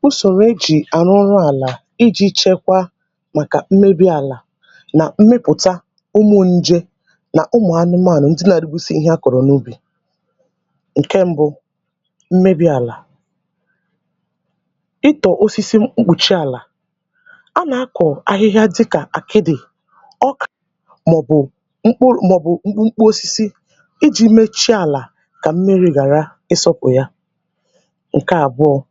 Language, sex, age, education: Igbo, female, 15-29, tertiary